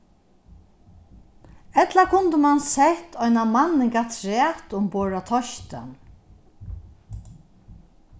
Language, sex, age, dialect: Faroese, female, 61+, Norðurstreymoy/Eysturoy